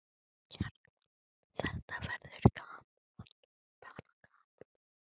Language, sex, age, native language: Icelandic, male, 9, Icelandic